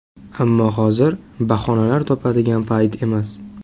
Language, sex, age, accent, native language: Uzbek, male, 18-24, Sirdaryo, Uzbek